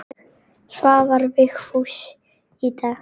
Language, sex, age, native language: Icelandic, male, 9, Icelandic